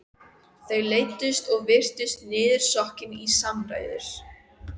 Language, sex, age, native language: Icelandic, female, 14, Icelandic